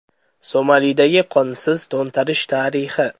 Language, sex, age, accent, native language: Uzbek, male, under 19, Andijon, Uzbek